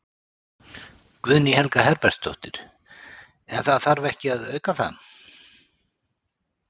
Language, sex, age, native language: Icelandic, male, 60-69, Icelandic